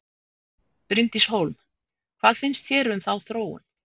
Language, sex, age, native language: Icelandic, female, 50-59, Icelandic